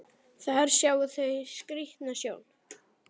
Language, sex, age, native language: Icelandic, female, 9, Icelandic